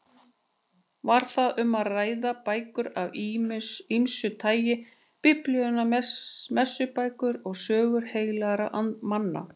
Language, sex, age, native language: Icelandic, female, 40-49, Icelandic